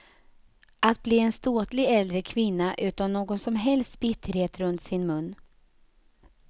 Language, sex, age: Swedish, female, 35